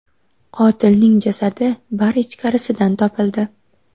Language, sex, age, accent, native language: Uzbek, female, 18-24, Sirdaryo, Uzbek